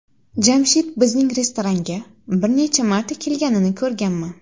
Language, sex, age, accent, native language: Uzbek, female, 19-29, Xorazm, Uzbek